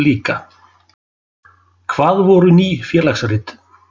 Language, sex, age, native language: Icelandic, male, 60-69, Icelandic